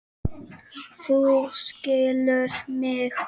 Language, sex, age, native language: Icelandic, male, 5, Czech